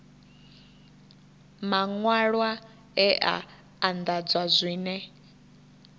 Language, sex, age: Venda, female, 21